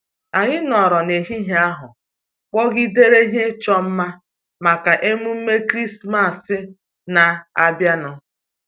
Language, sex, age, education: Igbo, female, 30-45, tertiary